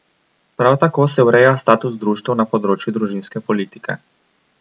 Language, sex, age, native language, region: Slovenian, male, 18-29, Slovenian, Coastal Karst region